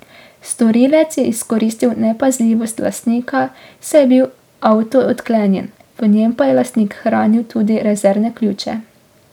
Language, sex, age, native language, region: Slovenian, female, 18-29, Slovenian, Drava region